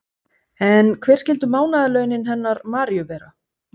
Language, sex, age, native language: Icelandic, female, 30-39, Icelandic